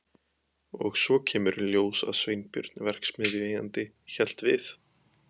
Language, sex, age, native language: Icelandic, male, 20-29, Icelandic